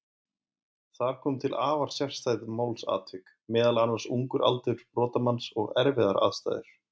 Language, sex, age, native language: Icelandic, male, 20-29, Icelandic